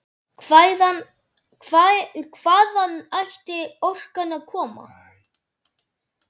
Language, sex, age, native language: Icelandic, male, 10, Icelandic